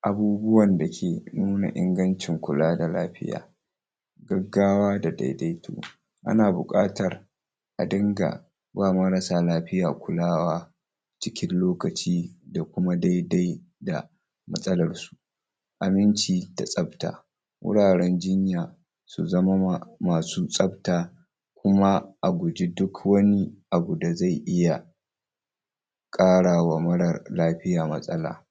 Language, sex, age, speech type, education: Hausa, male, 46-60, spontaneous, tertiary